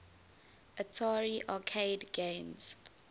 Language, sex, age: English, female, 20